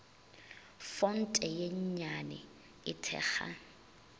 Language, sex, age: Northern Sotho, female, 22